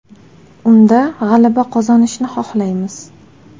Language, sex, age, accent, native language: Uzbek, female, 18-24, Toshkent shahri, Uzbek